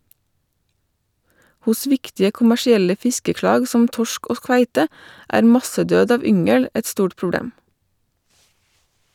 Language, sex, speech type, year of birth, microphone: Norwegian, female, read, 1985, Shure